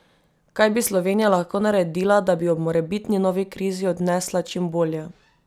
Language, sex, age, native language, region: Slovenian, female, 18-29, Slovenian, Drava region